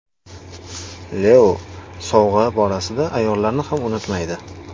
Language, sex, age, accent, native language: Uzbek, male, 25-34, Toshkent viloyati, Uzbek